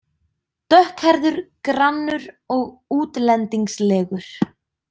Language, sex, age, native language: Icelandic, female, 20-29, Icelandic